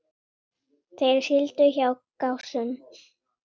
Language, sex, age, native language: Icelandic, female, 9, Icelandic